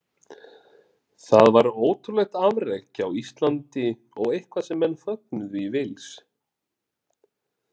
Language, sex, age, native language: Icelandic, male, 40-49, Icelandic